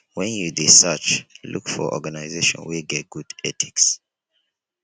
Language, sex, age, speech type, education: Nigerian Pidgin, male, 15-29, spontaneous, tertiary